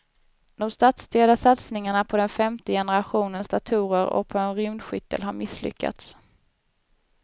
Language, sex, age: Swedish, female, 19